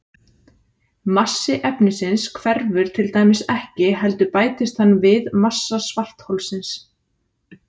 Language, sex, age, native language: Icelandic, female, 30-39, Icelandic